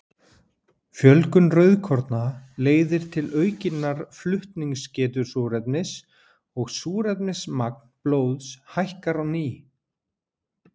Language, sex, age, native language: Icelandic, male, 40-49, Icelandic